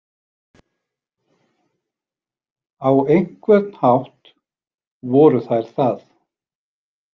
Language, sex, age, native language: Icelandic, male, 40-49, Icelandic